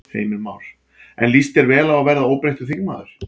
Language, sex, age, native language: Icelandic, male, 40-49, Icelandic